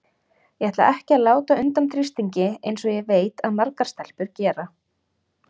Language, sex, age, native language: Icelandic, female, 30-39, Icelandic